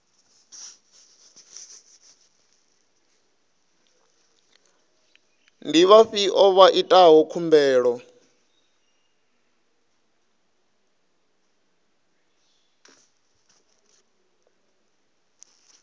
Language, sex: Venda, male